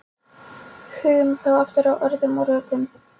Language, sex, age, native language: Icelandic, female, 13, Polish